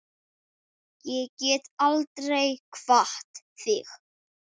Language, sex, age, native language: Icelandic, male, 9, Icelandic